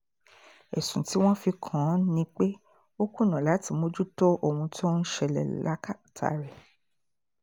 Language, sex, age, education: Yoruba, female, 30-45, tertiary